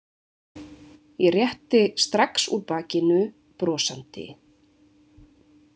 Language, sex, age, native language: Icelandic, female, 20-29, Icelandic